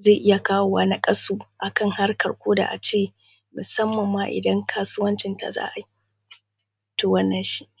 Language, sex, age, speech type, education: Hausa, female, 15-29, spontaneous, secondary